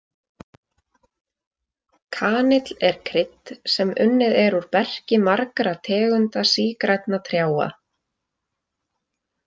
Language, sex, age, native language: Icelandic, female, 20-29, Icelandic